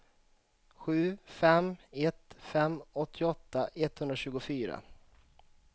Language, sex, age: Swedish, male, 35